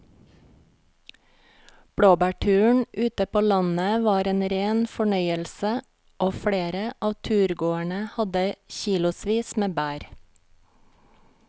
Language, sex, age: Norwegian, female, 40